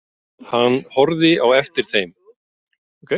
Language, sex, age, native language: Icelandic, male, 40-49, Icelandic